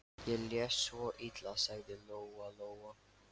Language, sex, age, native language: Icelandic, male, 13, Lithuanian